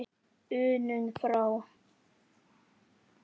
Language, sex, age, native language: Icelandic, male, 9, Icelandic